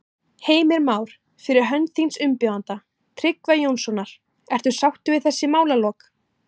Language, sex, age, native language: Icelandic, female, 18-19, Icelandic